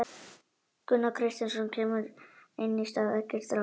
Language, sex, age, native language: Icelandic, male, 18-19, Icelandic